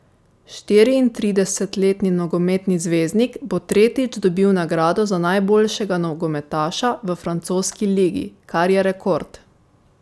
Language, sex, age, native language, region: Slovenian, female, 18-29, Slovenian, Savinja region